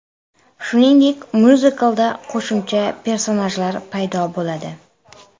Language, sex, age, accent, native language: Uzbek, female, 25-34, Toshkent shahri, Uzbek